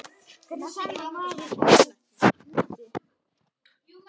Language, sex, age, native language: Icelandic, male, 9, Icelandic